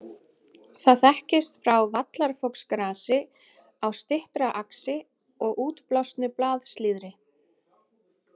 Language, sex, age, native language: Icelandic, female, 20-29, Icelandic